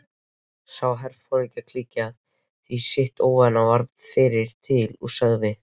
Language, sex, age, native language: Icelandic, male, 13, Icelandic